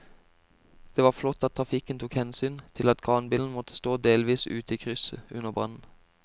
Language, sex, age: Norwegian, male, 25